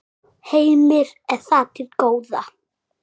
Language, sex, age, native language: Icelandic, male, 6, Icelandic